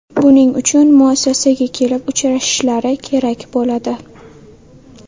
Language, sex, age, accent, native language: Uzbek, female, 18-24, Toshkent shahri, Uzbek